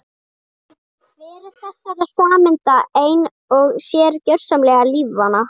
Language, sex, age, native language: Icelandic, female, 30-39, Icelandic